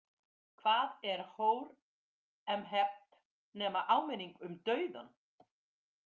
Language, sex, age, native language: Icelandic, female, 50-59, Icelandic